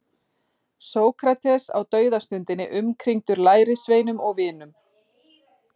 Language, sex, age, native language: Icelandic, female, 40-49, Icelandic